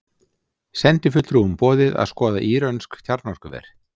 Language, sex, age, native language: Icelandic, male, 60-69, Icelandic